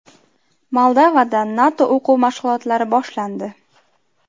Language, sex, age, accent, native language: Uzbek, female, 25-34, Navoiy, Uzbek